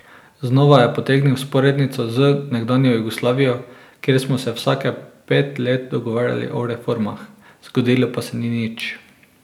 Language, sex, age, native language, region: Slovenian, male, 18-29, Slovenian, Drava region